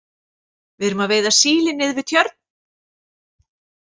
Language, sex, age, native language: Icelandic, female, 40-49, Icelandic